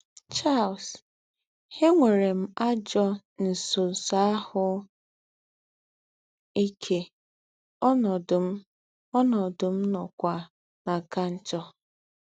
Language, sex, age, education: Igbo, female, 15-29, tertiary